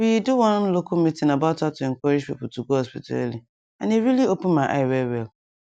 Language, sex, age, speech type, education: Nigerian Pidgin, female, 15-29, spontaneous, tertiary